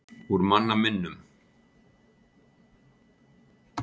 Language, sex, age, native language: Icelandic, male, 40-49, Icelandic